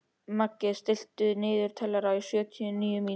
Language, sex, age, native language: Icelandic, male, 13, Icelandic